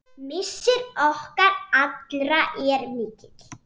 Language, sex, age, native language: Icelandic, female, 7, Icelandic